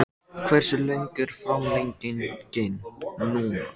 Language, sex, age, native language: Icelandic, male, 14, Icelandic